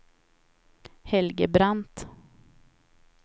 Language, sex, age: Swedish, female, 28